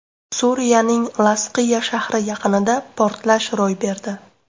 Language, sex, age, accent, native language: Uzbek, female, 18-24, Namangan, Uzbek